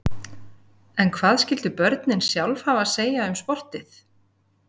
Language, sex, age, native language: Icelandic, female, 50-59, Icelandic